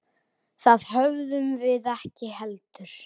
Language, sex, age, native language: Icelandic, male, 10, Icelandic